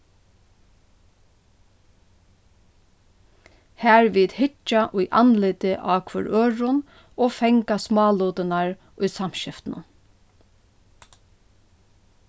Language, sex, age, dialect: Faroese, female, 36-60, Norðuroyggjar